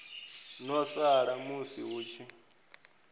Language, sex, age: Venda, male, 22